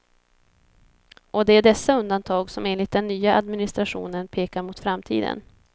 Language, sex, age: Swedish, female, 26